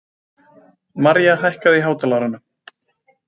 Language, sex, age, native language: Icelandic, male, 20-29, Icelandic